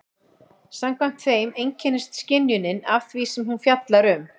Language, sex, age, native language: Icelandic, female, 40-49, Icelandic